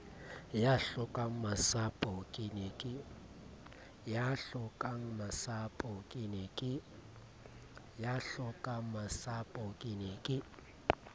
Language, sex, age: Southern Sotho, male, 30